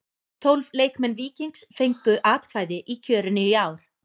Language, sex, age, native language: Icelandic, female, 20-29, Icelandic